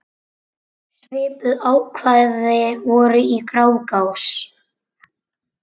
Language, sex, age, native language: Icelandic, male, 9, Icelandic